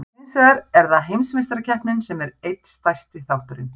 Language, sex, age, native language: Icelandic, female, 40-49, Icelandic